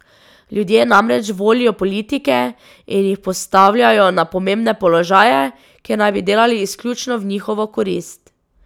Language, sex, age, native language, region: Slovenian, female, 18-29, Slovenian, Drava region